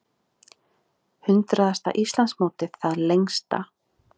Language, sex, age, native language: Icelandic, female, 30-39, Icelandic